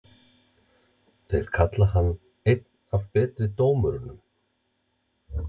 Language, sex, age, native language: Icelandic, male, 30-39, Icelandic